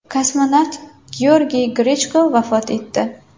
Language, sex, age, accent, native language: Uzbek, female, 18-24, Samarqand, Uzbek